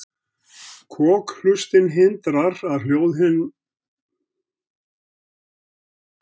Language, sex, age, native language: Icelandic, male, 70-79, Icelandic